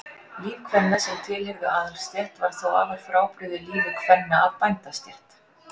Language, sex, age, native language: Icelandic, female, 40-49, Icelandic